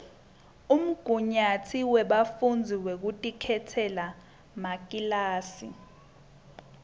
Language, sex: Swati, female